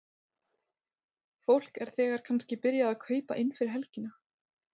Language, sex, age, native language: Icelandic, female, 30-39, Icelandic